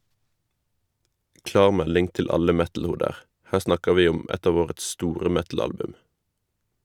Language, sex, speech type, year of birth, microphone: Norwegian, male, read, 1991, Shure